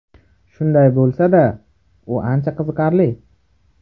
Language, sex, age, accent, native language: Uzbek, male, 18-24, Farg'ona, Uzbek